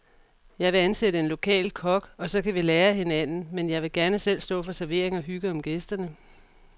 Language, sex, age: Danish, female, 44